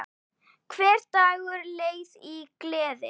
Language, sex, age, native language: Icelandic, female, 8, Icelandic